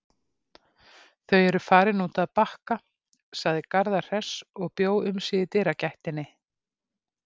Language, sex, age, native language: Icelandic, female, 50-59, Icelandic